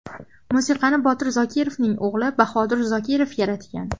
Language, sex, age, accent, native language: Uzbek, female, 12-17, Farg'ona, Uzbek